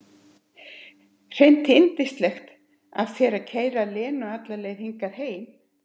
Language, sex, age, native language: Icelandic, female, 70-79, Icelandic